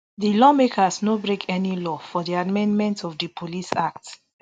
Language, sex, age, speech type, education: Nigerian Pidgin, female, 30-45, spontaneous, tertiary